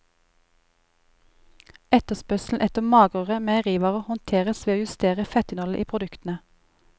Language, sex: Norwegian, female